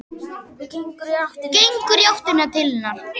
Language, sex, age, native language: Icelandic, male, 8, Icelandic